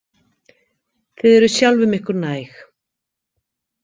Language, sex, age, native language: Icelandic, female, 50-59, Icelandic